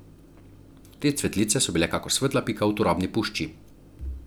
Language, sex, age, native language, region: Slovenian, male, 30-49, Slovenian, Central Slovenia